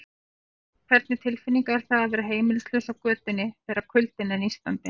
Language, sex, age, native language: Icelandic, female, 40-49, Icelandic